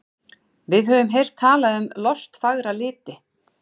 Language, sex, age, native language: Icelandic, female, 40-49, Icelandic